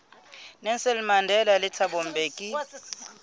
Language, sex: Southern Sotho, female